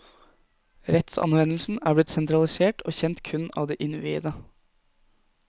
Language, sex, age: Norwegian, male, 20